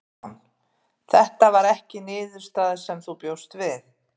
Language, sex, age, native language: Icelandic, female, 50-59, Icelandic